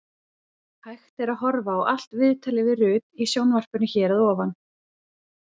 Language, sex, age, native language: Icelandic, female, 30-39, Icelandic